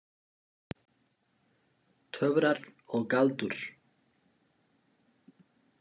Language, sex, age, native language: Icelandic, male, 20-29, Slovak